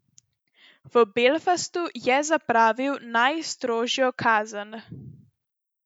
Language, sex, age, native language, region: Slovenian, female, 12-17, Slovenian, Central Slovenia